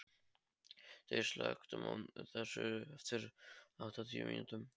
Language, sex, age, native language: Icelandic, male, 13, Polish